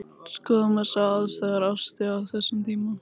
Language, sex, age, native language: Icelandic, female, 18-19, Icelandic